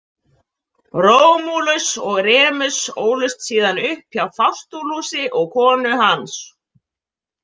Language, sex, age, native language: Icelandic, female, 20-29, Icelandic